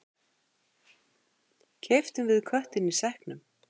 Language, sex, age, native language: Icelandic, female, 8, Icelandic